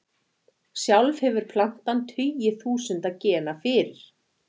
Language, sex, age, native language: Icelandic, female, 40-49, Icelandic